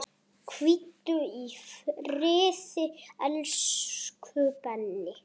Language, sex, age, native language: Icelandic, female, 7, Icelandic